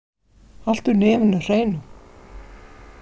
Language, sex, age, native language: Icelandic, female, 50-59, Icelandic